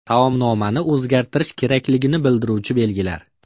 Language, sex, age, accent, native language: Uzbek, male, 25-34, Farg'ona, Uzbek